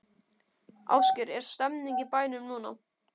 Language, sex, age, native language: Icelandic, male, 12, Icelandic